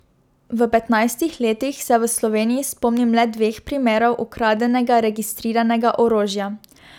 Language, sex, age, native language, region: Slovenian, female, 12-17, Slovenian, Drava region